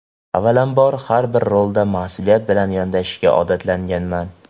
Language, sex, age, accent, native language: Uzbek, male, 18-24, Farg'ona, Uzbek